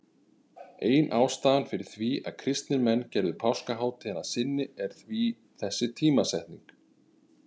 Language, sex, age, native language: Icelandic, male, 30-39, Icelandic